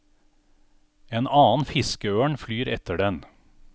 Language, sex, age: Norwegian, male, 49